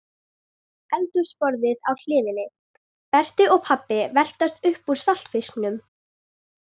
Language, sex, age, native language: Icelandic, female, 13, Icelandic